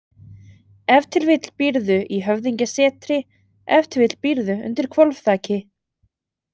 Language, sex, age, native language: Icelandic, female, 30-39, Icelandic